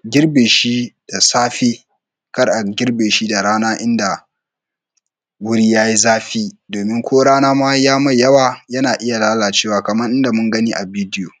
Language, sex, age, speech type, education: Hausa, male, 15-29, spontaneous, tertiary